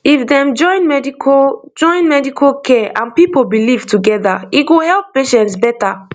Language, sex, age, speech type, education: Nigerian Pidgin, female, 15-29, spontaneous, tertiary